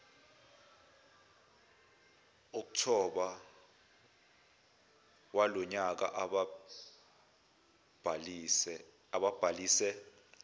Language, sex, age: Zulu, male, 21